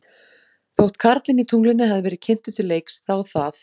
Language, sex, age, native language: Icelandic, female, 40-49, Icelandic